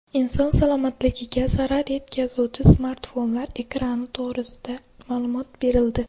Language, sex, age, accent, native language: Uzbek, female, under 19, Xorazm, Uzbek